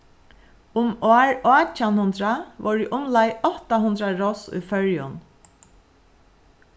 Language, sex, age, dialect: Faroese, female, 36-60, Suðuroy